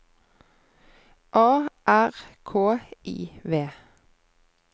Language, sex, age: Norwegian, female, 33